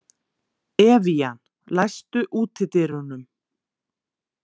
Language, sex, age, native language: Icelandic, female, 40-49, Icelandic